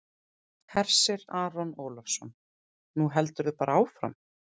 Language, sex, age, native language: Icelandic, female, 30-39, Icelandic